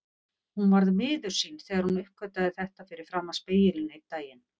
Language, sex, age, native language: Icelandic, female, 50-59, Icelandic